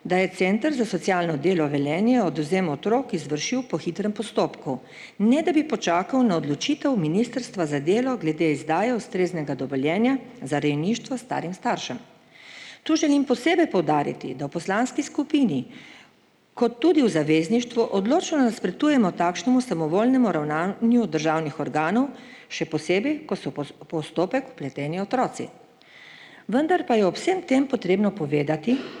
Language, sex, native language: Slovenian, female, Slovenian